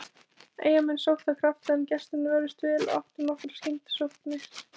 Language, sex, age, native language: Icelandic, female, 20-29, Icelandic